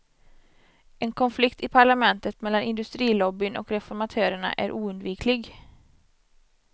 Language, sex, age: Swedish, female, 27